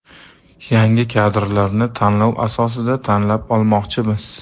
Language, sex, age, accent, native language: Uzbek, male, 35+, Farg'ona, Uzbek